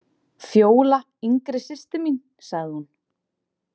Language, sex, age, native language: Icelandic, female, 20-29, Icelandic